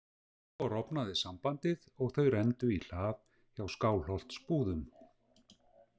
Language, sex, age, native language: Icelandic, male, 60-69, Icelandic